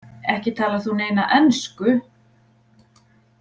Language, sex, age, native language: Icelandic, female, 40-49, Icelandic